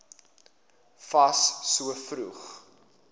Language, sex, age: Afrikaans, male, 19